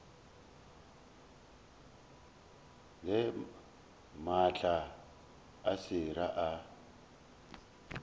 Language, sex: Northern Sotho, male